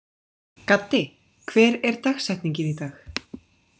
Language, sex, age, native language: Icelandic, female, 20-29, Icelandic